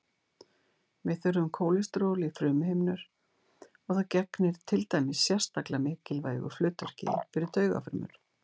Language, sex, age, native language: Icelandic, female, 60-69, Icelandic